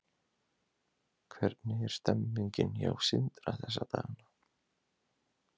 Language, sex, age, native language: Icelandic, male, 20-29, Icelandic